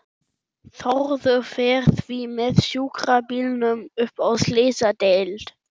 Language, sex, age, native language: Icelandic, male, 11, German